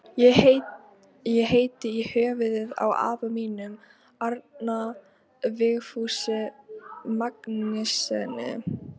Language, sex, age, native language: Icelandic, female, 13, Icelandic